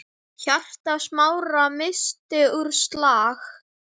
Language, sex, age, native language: Icelandic, male, 10, Icelandic